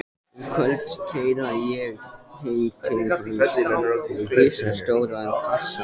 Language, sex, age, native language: Icelandic, male, 14, Icelandic